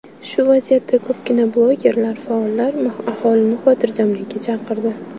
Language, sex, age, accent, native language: Uzbek, female, 18-24, Qashqadaryo, Uzbek